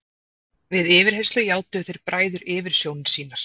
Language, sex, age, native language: Icelandic, female, 30-39, Icelandic